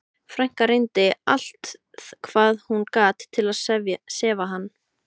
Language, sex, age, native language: Icelandic, female, 12, Icelandic